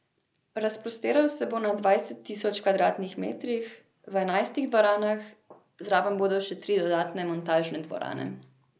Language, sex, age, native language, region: Slovenian, female, 18-29, Slovenian, Central Slovenia